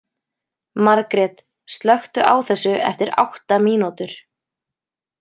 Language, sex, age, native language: Icelandic, female, 20-29, Icelandic